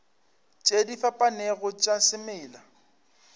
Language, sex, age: Northern Sotho, male, 25